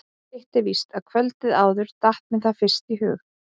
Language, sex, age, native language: Icelandic, female, 20-29, Icelandic